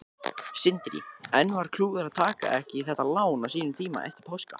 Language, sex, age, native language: Icelandic, male, 20-29, Icelandic